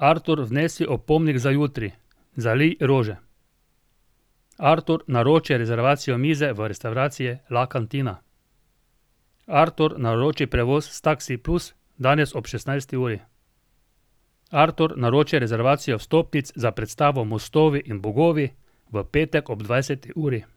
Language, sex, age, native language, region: Slovenian, male, 50-59, Slovenian, Drava region